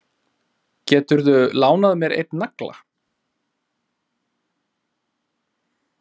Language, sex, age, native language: Icelandic, male, 30-39, Icelandic